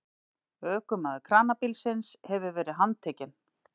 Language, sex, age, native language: Icelandic, female, 50-59, Icelandic